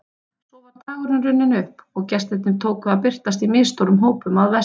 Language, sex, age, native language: Icelandic, female, 30-39, Icelandic